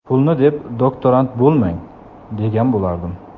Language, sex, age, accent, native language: Uzbek, male, 25-34, Samarqand, Uzbek